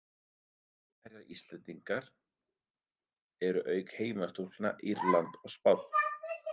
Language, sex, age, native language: Icelandic, male, 30-39, Icelandic